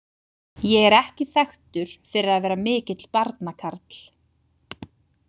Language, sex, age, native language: Icelandic, female, 30-39, Icelandic